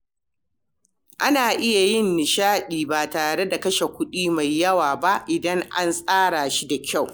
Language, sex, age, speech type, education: Hausa, female, 60+, read, primary